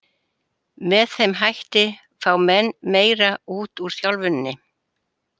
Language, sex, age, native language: Icelandic, female, 70-79, Icelandic